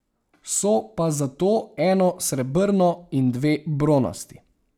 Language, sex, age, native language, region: Slovenian, male, 18-29, Slovenian, Savinja region